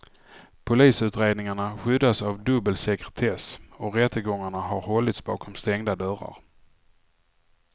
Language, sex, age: Swedish, male, 44